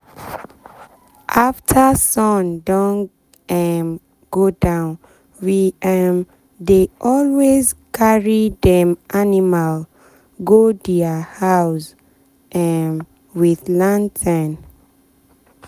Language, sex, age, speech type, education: Nigerian Pidgin, female, 15-29, spontaneous, tertiary